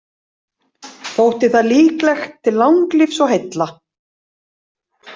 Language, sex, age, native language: Icelandic, female, 40-49, Icelandic